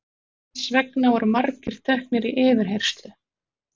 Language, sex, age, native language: Icelandic, male, 40-49, Icelandic